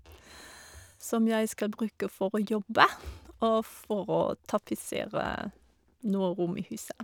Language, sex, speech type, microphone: Norwegian, female, spontaneous, Shure